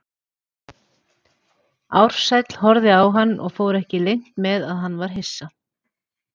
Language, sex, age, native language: Icelandic, female, 40-49, Icelandic